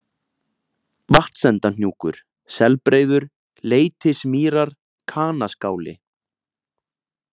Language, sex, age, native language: Icelandic, male, 20-29, Icelandic